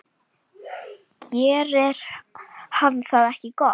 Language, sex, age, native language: Icelandic, female, 10, Icelandic